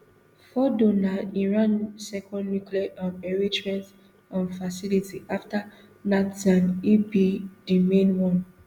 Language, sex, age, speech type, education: Nigerian Pidgin, female, 15-29, spontaneous, tertiary